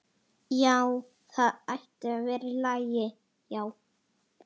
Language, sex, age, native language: Icelandic, female, 40-49, Italian